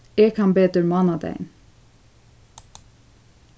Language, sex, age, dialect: Faroese, female, 15-35, Suðurstreymoy